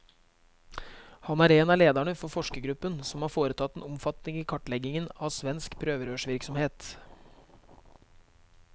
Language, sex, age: Norwegian, male, 23